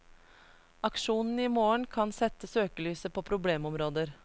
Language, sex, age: Norwegian, female, 33